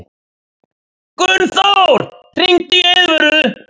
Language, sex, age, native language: Icelandic, male, 30-39, Icelandic